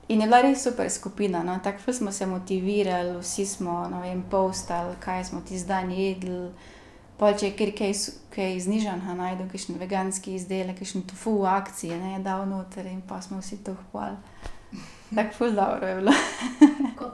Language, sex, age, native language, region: Slovenian, female, 18-29, Slovenian, Gorica region